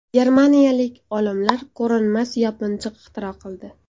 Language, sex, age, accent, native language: Uzbek, female, 18-24, Farg'ona, Uzbek